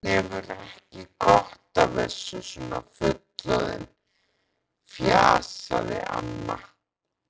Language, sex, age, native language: Icelandic, male, 14, Icelandic